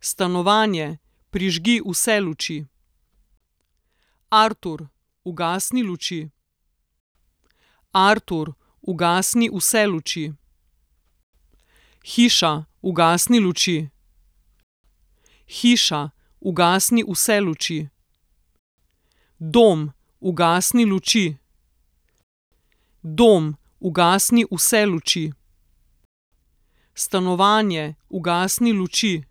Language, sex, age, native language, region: Slovenian, female, 30-49, Slovenian, Southeast Slovenia